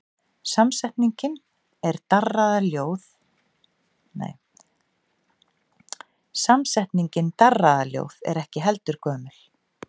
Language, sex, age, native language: Icelandic, female, 50-59, Icelandic